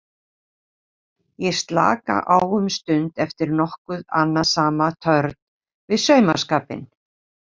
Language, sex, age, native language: Icelandic, female, 50-59, Icelandic